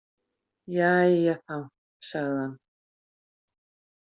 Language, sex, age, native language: Icelandic, female, 50-59, Icelandic